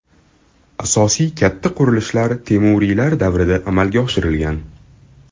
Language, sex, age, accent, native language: Uzbek, male, 12-17, Toshkent shahri, Uzbek